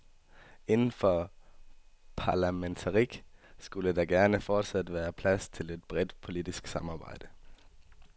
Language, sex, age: Danish, male, 18